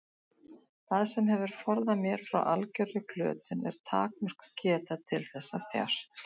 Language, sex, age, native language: Icelandic, female, 60-69, Icelandic